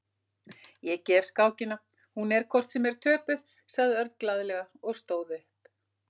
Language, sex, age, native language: Icelandic, female, 50-59, Icelandic